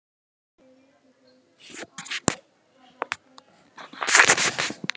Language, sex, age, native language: Icelandic, male, 10, Icelandic